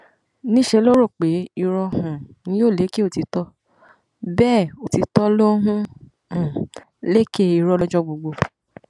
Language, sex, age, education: Yoruba, female, 15-29, tertiary